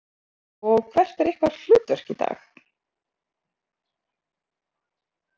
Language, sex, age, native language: Icelandic, female, 30-39, Icelandic